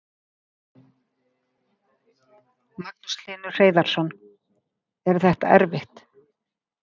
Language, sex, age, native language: Icelandic, female, 50-59, Icelandic